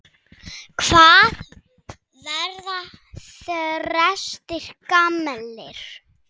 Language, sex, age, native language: Icelandic, male, 7, Icelandic